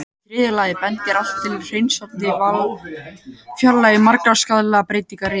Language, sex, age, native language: Icelandic, male, 18-19, Icelandic